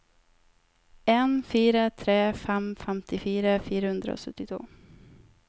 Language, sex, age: Norwegian, female, 18